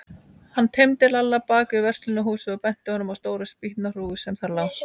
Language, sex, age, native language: Icelandic, female, 20-29, Icelandic